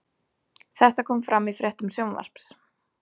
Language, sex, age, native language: Icelandic, female, 30-39, Icelandic